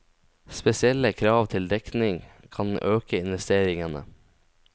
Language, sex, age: Norwegian, male, 19